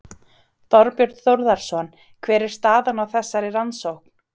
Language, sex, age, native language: Icelandic, female, 30-39, Icelandic